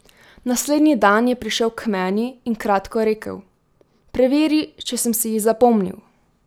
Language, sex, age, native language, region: Slovenian, female, 18-29, Slovenian, Drava region